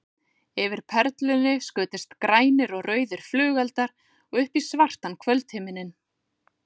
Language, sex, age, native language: Icelandic, female, 40-49, Icelandic